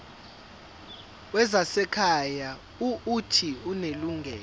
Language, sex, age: Zulu, male, 24